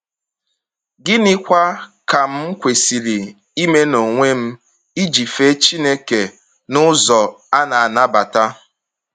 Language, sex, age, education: Igbo, male, 30-45, tertiary